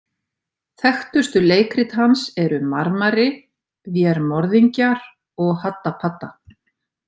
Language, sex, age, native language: Icelandic, female, 50-59, Icelandic